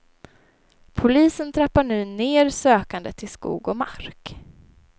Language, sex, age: Swedish, female, 23